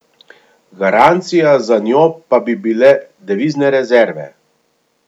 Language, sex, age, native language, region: Slovenian, male, 50-59, Slovenian, Gorenjska region